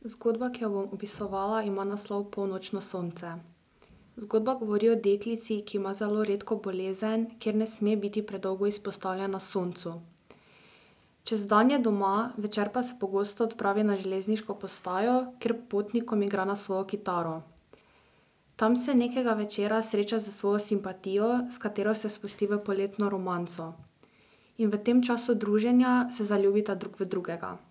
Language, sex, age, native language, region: Slovenian, female, 12-17, Slovenian, Drava region